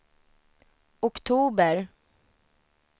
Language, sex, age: Swedish, female, 33